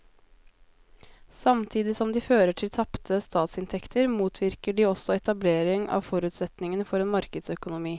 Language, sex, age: Norwegian, female, 20